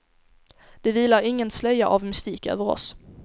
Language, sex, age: Swedish, female, 17